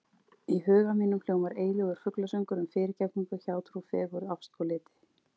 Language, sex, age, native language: Icelandic, female, 40-49, Icelandic